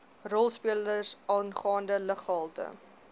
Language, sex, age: Afrikaans, female, 21